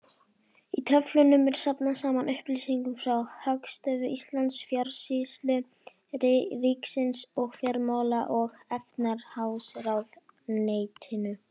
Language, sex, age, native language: Icelandic, female, 20-29, Icelandic